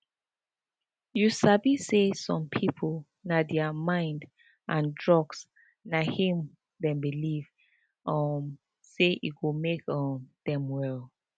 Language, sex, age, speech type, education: Nigerian Pidgin, female, 15-29, spontaneous, tertiary